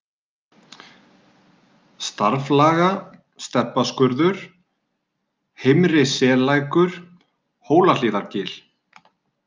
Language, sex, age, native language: Icelandic, male, 30-39, Icelandic